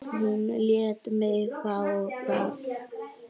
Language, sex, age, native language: Icelandic, female, 9, Icelandic